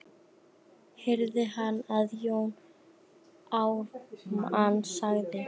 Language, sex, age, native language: Icelandic, female, 11, Icelandic